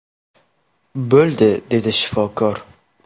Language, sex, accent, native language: Uzbek, male, Samarqand, Uzbek